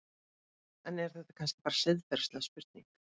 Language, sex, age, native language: Icelandic, female, 30-39, Icelandic